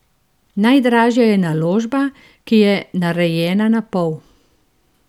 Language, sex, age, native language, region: Slovenian, female, 50-59, Slovenian, Central Slovenia